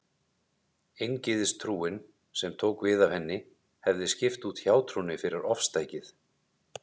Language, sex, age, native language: Icelandic, male, 30-39, Icelandic